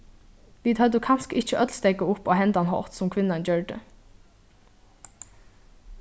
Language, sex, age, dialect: Faroese, female, 15-35, Norðurstreymoy/Eysturoy